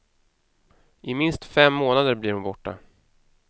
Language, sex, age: Swedish, male, 31